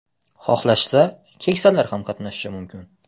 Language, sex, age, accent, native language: Uzbek, male, 18-24, Xorazm, Uzbek